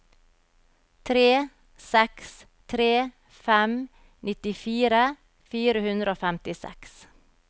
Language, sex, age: Norwegian, female, 52